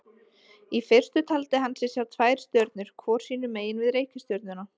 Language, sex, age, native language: Icelandic, female, 20-29, Icelandic